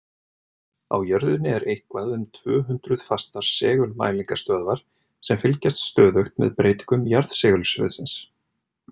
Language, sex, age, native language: Icelandic, male, 30-39, Icelandic